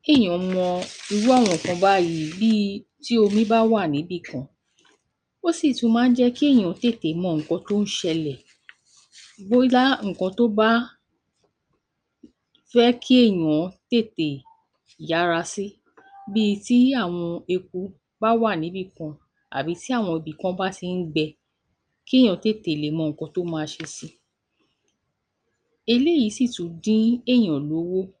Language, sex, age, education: Yoruba, female, 46-60, tertiary